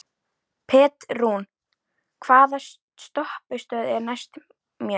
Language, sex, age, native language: Icelandic, female, 13, Icelandic